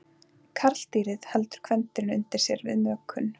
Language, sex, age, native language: Icelandic, female, 20-29, Icelandic